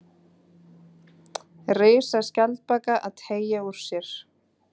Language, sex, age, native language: Icelandic, female, 30-39, Icelandic